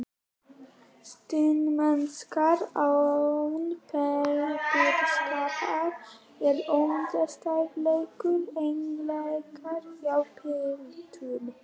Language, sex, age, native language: Icelandic, male, 11, Icelandic